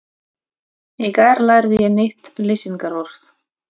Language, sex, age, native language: Icelandic, female, 30-39, Russian